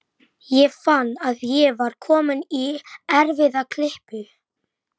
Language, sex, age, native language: Icelandic, male, 11, Icelandic